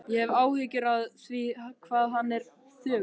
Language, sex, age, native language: Icelandic, male, 13, Icelandic